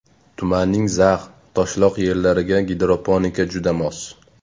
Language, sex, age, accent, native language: Uzbek, male, 18-24, Sirdaryo, Uzbek